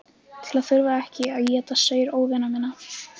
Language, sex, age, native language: Icelandic, female, 15, Icelandic